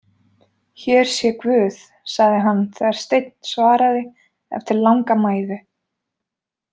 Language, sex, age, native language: Icelandic, female, 20-29, Icelandic